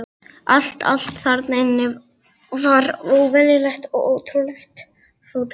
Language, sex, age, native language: Icelandic, female, 11, Icelandic